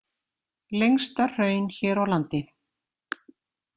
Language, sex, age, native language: Icelandic, female, 50-59, Icelandic